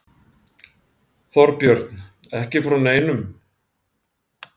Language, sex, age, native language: Icelandic, male, 40-49, Icelandic